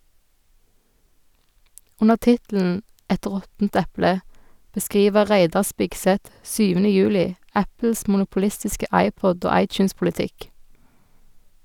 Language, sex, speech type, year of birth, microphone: Norwegian, female, read, 1990, Sennheiser